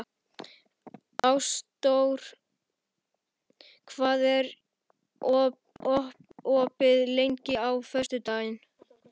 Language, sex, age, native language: Icelandic, male, 11, Icelandic